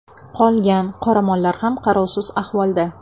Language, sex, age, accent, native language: Uzbek, female, 25-34, Toshkent shahri, Uzbek